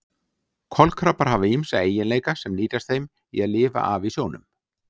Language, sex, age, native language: Icelandic, male, 60-69, Icelandic